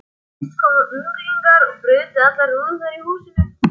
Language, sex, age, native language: Icelandic, male, 11, Icelandic